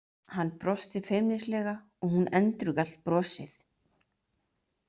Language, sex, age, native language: Icelandic, female, 30-39, Icelandic